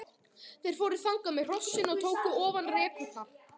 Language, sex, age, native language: Icelandic, male, 11, Icelandic